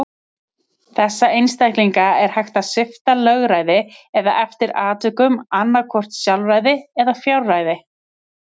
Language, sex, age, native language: Icelandic, female, 30-39, Icelandic